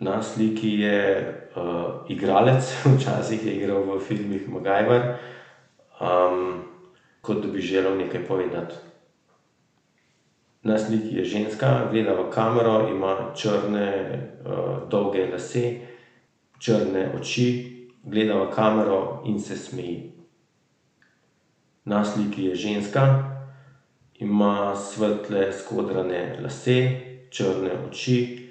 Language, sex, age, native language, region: Slovenian, male, 30-49, Slovenian, Central Slovenia